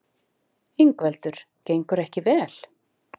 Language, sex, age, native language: Icelandic, female, 50-59, Icelandic